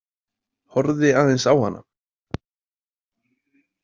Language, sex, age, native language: Icelandic, male, 20-29, Icelandic